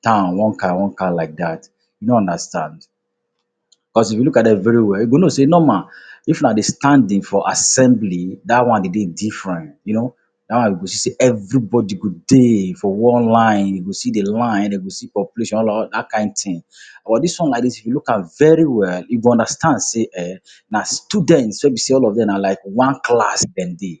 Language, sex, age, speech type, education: Nigerian Pidgin, male, 46-60, spontaneous, tertiary